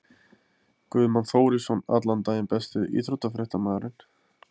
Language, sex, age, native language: Icelandic, male, 20-29, Icelandic